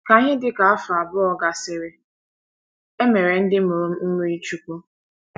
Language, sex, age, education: Igbo, female, 15-29, tertiary